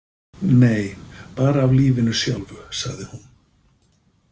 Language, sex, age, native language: Icelandic, male, 50-59, Icelandic